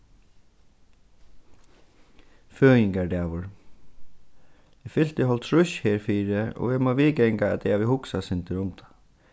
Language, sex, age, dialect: Faroese, male, 15-35, Suðurstreymoy